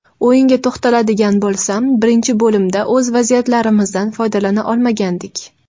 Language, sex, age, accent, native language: Uzbek, female, 19-29, Toshkent viloyati, Uzbek